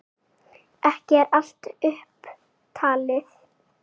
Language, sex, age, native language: Icelandic, female, 8, Icelandic